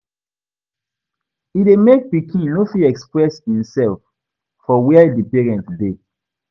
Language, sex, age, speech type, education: Nigerian Pidgin, male, 15-29, spontaneous, tertiary